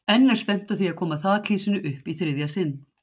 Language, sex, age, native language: Icelandic, female, 60-69, Icelandic